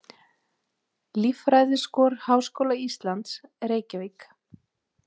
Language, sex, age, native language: Icelandic, female, 30-39, Icelandic